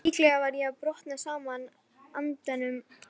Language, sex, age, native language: Icelandic, female, 11, Icelandic